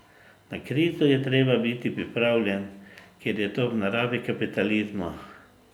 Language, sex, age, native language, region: Slovenian, male, 50-59, Slovenian, Drava region